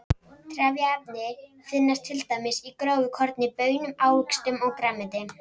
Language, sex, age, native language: Icelandic, female, 30-39, Icelandic